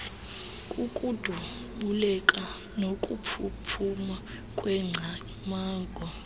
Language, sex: Xhosa, female